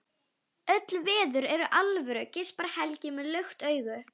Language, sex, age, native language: Icelandic, female, 11, Icelandic